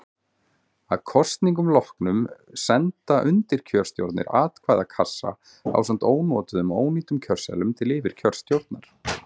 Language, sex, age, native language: Icelandic, male, 40-49, Icelandic